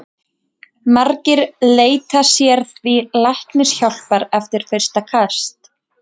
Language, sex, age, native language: Icelandic, female, 20-29, Icelandic